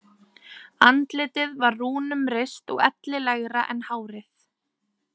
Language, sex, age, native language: Icelandic, female, 20-29, Icelandic